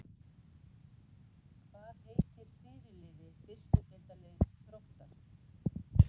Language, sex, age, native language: Icelandic, female, 40-49, Icelandic